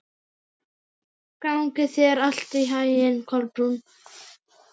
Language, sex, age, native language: Icelandic, male, 12, Icelandic